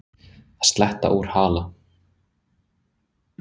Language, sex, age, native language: Icelandic, male, 30-39, Icelandic